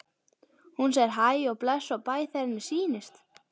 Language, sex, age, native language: Icelandic, female, 12, Icelandic